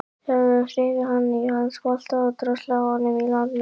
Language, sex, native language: Icelandic, male, Icelandic